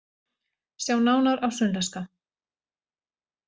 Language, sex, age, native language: Icelandic, female, 40-49, Icelandic